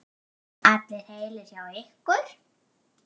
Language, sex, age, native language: Icelandic, female, 9, Icelandic